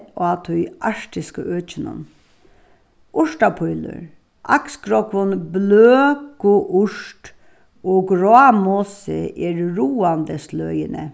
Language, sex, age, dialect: Faroese, female, 36-60, Suðuroy